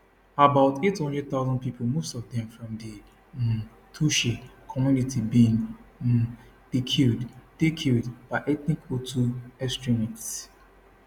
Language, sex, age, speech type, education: Nigerian Pidgin, male, 15-29, spontaneous, tertiary